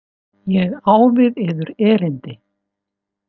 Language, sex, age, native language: Icelandic, female, 50-59, Icelandic